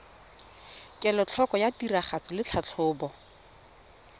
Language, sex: Tswana, female